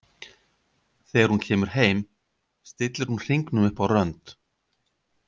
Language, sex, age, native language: Icelandic, male, 50-59, Icelandic